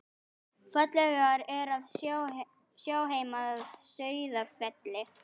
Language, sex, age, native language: Icelandic, female, 11, Icelandic